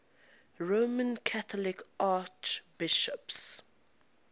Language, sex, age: English, female, 19